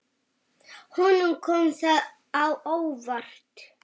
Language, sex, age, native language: Icelandic, male, 7, Icelandic